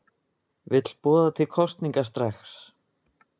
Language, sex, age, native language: Icelandic, male, 20-29, Icelandic